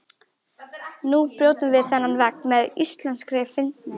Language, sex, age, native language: Icelandic, female, 12, Icelandic